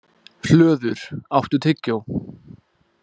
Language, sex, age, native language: Icelandic, male, 20-29, Icelandic